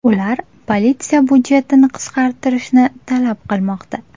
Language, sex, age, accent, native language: Uzbek, female, 18-24, Surxondaryo, Uzbek